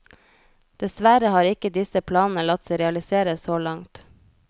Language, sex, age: Norwegian, female, 33